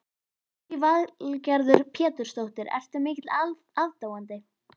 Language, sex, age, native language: Icelandic, female, 11, Icelandic